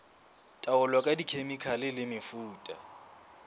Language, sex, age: Southern Sotho, male, 20